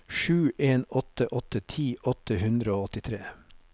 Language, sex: Norwegian, male